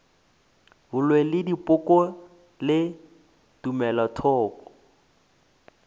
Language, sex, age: Northern Sotho, male, 24